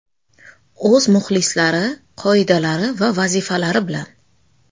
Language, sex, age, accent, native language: Uzbek, female, 25-34, Samarqand, Uzbek